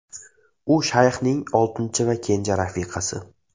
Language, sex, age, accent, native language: Uzbek, male, 18-24, Andijon, Uzbek